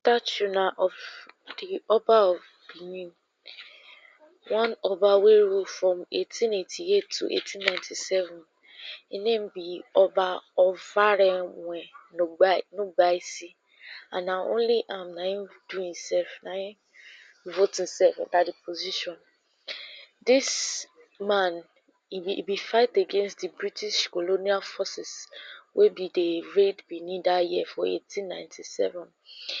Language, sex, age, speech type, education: Nigerian Pidgin, female, 15-29, spontaneous, secondary